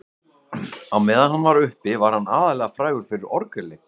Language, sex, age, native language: Icelandic, male, 40-49, Icelandic